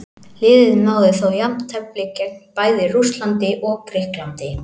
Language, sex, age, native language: Icelandic, male, 18-19, Icelandic